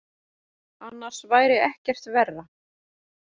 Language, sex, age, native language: Icelandic, female, 40-49, Icelandic